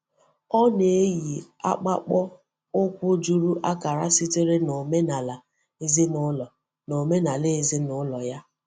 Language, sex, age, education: Igbo, female, 30-45, tertiary